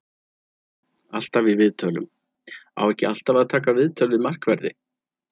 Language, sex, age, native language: Icelandic, male, 30-39, Icelandic